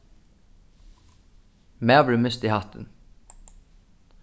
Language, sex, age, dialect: Faroese, male, 15-35, Suðurstreymoy